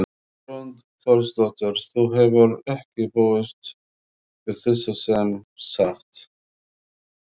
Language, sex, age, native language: Icelandic, male, 40-49, Arabic